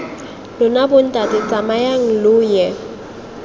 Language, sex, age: Tswana, female, 23